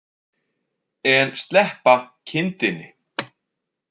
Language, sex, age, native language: Icelandic, male, 40-49, Icelandic